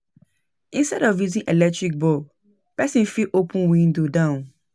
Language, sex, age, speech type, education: Nigerian Pidgin, female, 30-45, spontaneous, tertiary